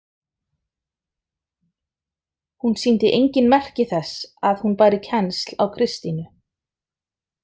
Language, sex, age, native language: Icelandic, female, 30-39, Icelandic